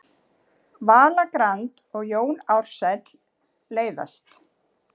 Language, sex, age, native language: Icelandic, female, 40-49, Icelandic